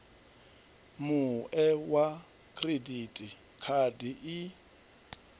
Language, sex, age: Venda, male, 39